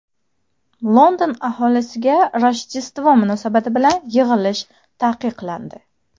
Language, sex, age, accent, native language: Uzbek, female, 19-29, Jizzax, Uzbek